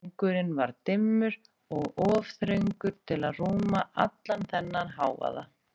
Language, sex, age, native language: Icelandic, female, 30-39, Icelandic